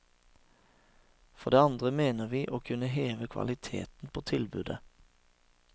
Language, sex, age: Norwegian, male, 36